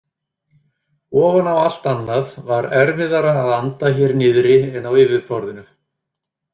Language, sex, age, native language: Icelandic, male, 30-39, Icelandic